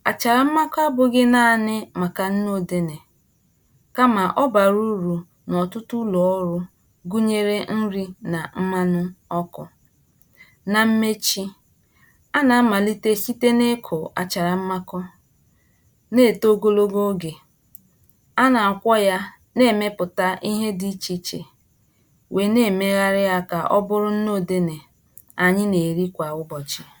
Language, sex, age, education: Igbo, female, 46-60, tertiary